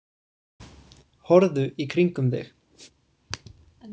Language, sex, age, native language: Icelandic, male, 20-29, Icelandic